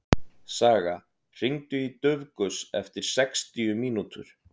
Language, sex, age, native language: Icelandic, male, 30-39, Icelandic